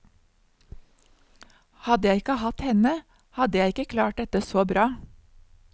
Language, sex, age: Norwegian, female, 59